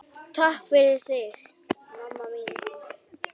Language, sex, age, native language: Icelandic, male, 9, Icelandic